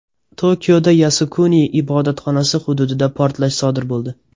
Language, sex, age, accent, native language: Uzbek, male, 18-24, Toshkent viloyati, Uzbek